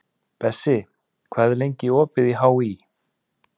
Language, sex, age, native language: Icelandic, male, 30-39, Icelandic